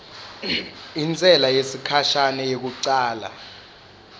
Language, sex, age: Swati, male, 19